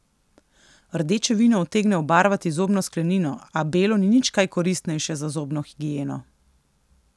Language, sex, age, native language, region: Slovenian, female, 18-29, Slovenian, Coastal Karst region